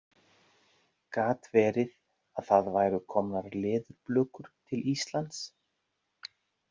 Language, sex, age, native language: Icelandic, male, 40-49, Icelandic